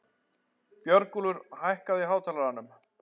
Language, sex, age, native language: Icelandic, female, 11, Icelandic